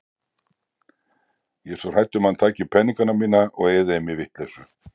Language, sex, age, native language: Icelandic, male, 60-69, Icelandic